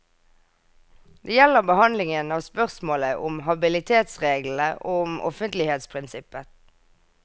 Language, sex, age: Norwegian, female, 24